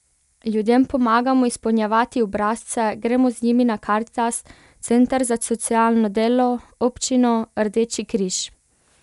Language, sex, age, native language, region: Slovenian, female, 18-29, Slovenian, Pomurje region